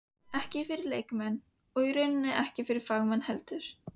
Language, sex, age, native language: Icelandic, female, 15, Icelandic